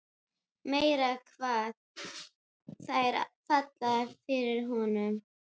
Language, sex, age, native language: Icelandic, female, 12, Icelandic